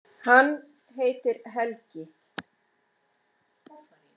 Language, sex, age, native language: Icelandic, female, 50-59, Icelandic